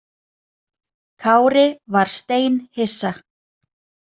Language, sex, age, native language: Icelandic, female, 30-39, Icelandic